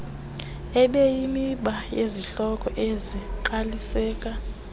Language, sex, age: Xhosa, female, 28